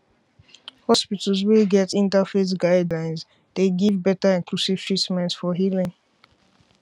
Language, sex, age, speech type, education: Nigerian Pidgin, female, 15-29, spontaneous, tertiary